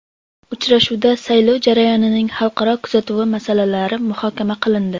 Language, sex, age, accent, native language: Uzbek, female, under 19, Sirdaryo, Uzbek